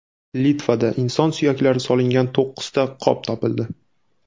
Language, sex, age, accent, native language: Uzbek, male, 18-24, Namangan, Uzbek